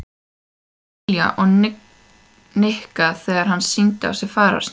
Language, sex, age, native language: Icelandic, female, 18-19, Icelandic